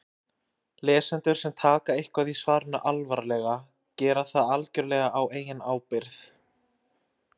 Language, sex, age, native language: Icelandic, male, 20-29, Icelandic